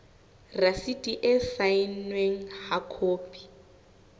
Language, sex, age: Southern Sotho, female, 18